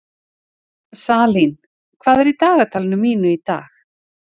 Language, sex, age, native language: Icelandic, female, 40-49, Icelandic